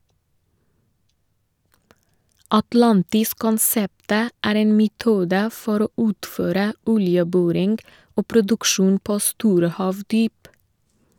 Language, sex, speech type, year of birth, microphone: Norwegian, female, read, 1988, Shure